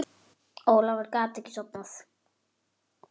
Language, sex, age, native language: Icelandic, female, 9, Icelandic